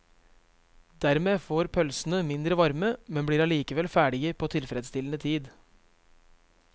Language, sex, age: Norwegian, male, 23